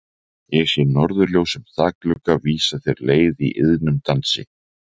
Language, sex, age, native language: Icelandic, male, 40-49, Icelandic